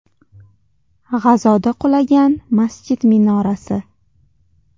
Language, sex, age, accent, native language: Uzbek, female, 19-29, Toshkent shahri, Uzbek